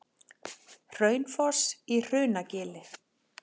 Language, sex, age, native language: Icelandic, female, 40-49, Icelandic